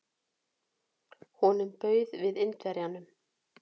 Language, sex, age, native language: Icelandic, female, 40-49, Icelandic